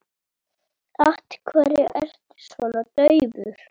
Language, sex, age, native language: Icelandic, female, 7, Icelandic